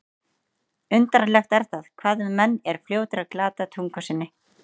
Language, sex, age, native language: Icelandic, female, 30-39, Icelandic